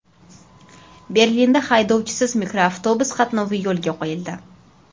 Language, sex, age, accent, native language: Uzbek, female, 12-17, Toshkent shahri, Uzbek